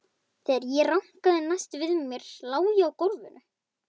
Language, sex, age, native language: Icelandic, male, 11, Icelandic